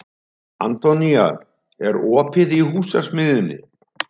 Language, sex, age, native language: Icelandic, male, 70-79, Icelandic